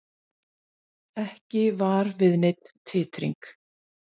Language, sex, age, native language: Icelandic, female, 40-49, Icelandic